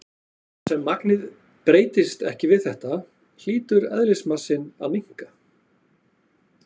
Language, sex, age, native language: Icelandic, male, 40-49, Icelandic